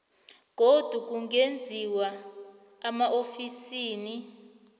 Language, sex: South Ndebele, female